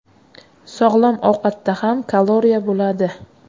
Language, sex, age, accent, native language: Uzbek, female, 25-34, Qashqadaryo, Uzbek